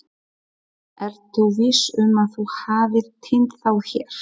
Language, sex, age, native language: Icelandic, female, 40-49, Polish